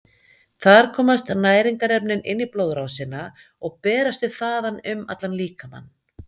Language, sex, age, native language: Icelandic, female, 50-59, Icelandic